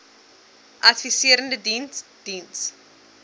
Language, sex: Afrikaans, female